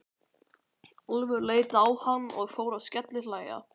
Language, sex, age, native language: Icelandic, male, 13, Icelandic